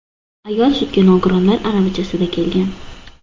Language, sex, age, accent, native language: Uzbek, female, under 19, Toshkent shahri, Uzbek